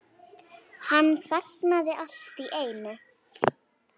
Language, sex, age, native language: Icelandic, female, 9, Icelandic